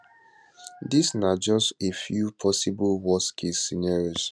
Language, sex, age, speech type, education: Nigerian Pidgin, male, 15-29, spontaneous, tertiary